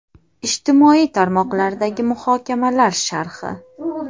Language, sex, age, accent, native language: Uzbek, female, 25-34, Toshkent shahri, Uzbek